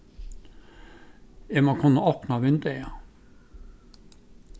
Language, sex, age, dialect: Faroese, male, 61+, Suðurstreymoy